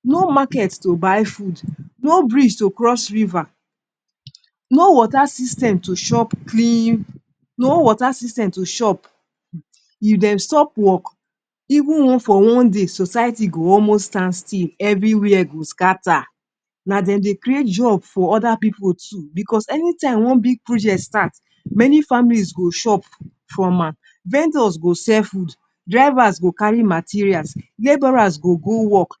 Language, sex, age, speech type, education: Nigerian Pidgin, female, 46-60, spontaneous, tertiary